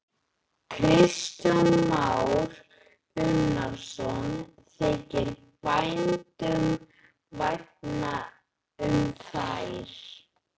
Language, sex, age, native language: Icelandic, male, 11, Icelandic